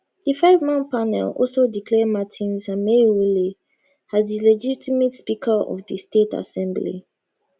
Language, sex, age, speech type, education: Nigerian Pidgin, female, 15-29, spontaneous, tertiary